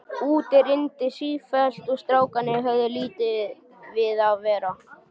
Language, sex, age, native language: Icelandic, male, 12, Icelandic